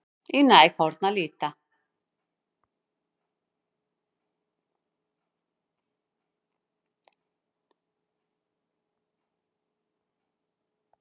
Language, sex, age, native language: Icelandic, female, 50-59, Icelandic